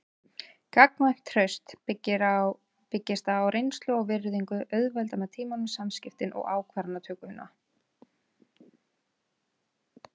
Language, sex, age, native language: Icelandic, female, 30-39, Icelandic